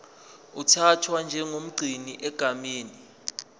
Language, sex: Zulu, male